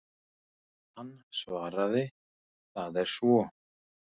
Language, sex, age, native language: Icelandic, male, 30-39, Icelandic